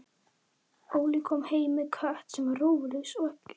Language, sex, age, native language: Icelandic, female, 18-19, Icelandic